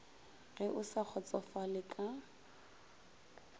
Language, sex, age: Northern Sotho, female, 22